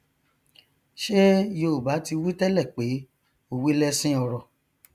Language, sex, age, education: Yoruba, male, 30-45, tertiary